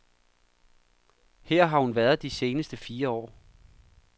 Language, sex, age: Danish, male, 39